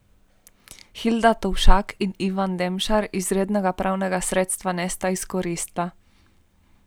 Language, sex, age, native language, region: Slovenian, female, 18-29, Slovenian, Primorsko-notranjska region